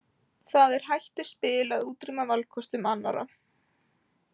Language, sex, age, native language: Icelandic, female, 18-19, Icelandic